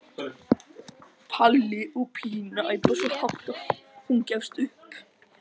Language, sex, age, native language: Icelandic, male, 13, Icelandic